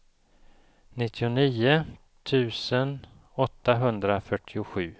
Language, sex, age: Swedish, male, 54